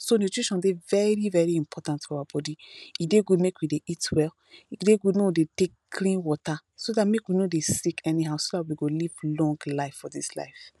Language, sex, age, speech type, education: Nigerian Pidgin, female, 15-29, spontaneous, tertiary